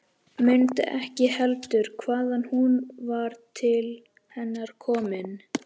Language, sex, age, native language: Icelandic, male, 13, Icelandic